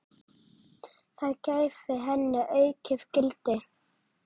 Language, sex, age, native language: Icelandic, male, 9, Icelandic